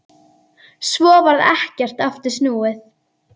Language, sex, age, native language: Icelandic, female, 10, Icelandic